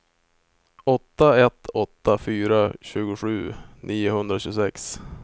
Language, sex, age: Swedish, male, 25